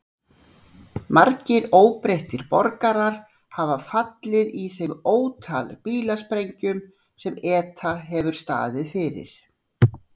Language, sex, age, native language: Icelandic, female, 60-69, Icelandic